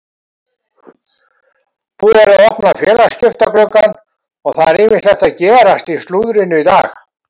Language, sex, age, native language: Icelandic, male, 70-79, Icelandic